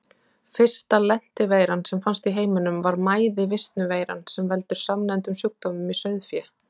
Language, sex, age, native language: Icelandic, female, 30-39, Icelandic